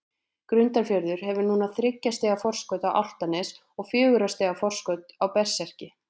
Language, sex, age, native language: Icelandic, female, 20-29, Icelandic